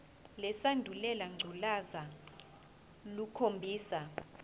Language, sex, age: Zulu, female, 20